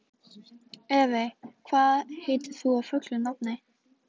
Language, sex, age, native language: Icelandic, female, 14, Icelandic